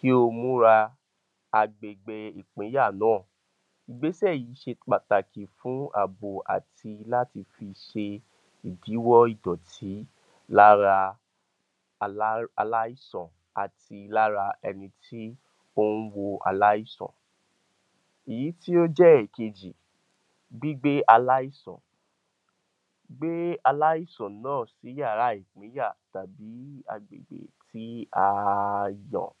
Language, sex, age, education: Yoruba, male, 46-60, tertiary